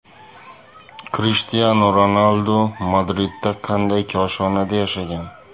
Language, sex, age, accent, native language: Uzbek, male, 18-24, Buxoro, Uzbek